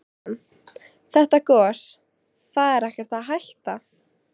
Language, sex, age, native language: Icelandic, female, 16, Icelandic